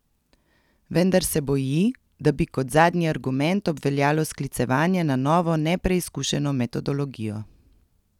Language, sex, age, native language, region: Slovenian, female, 30-49, Slovenian, Central Slovenia